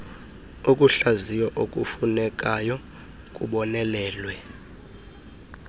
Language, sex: Xhosa, male